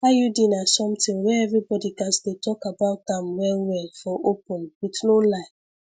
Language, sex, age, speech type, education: Nigerian Pidgin, female, 15-29, spontaneous, secondary